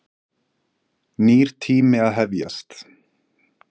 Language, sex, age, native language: Icelandic, male, 20-29, Icelandic